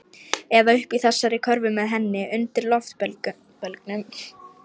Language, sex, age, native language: Icelandic, female, 18-19, Lithuanian